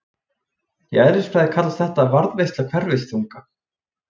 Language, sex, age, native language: Icelandic, male, 20-29, Icelandic